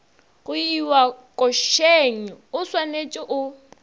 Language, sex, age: Northern Sotho, female, 22